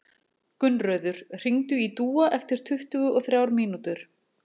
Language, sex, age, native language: Icelandic, female, 40-49, Icelandic